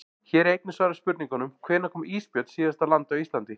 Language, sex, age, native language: Icelandic, male, 40-49, Icelandic